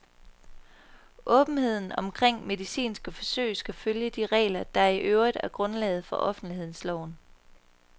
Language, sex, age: Danish, female, 23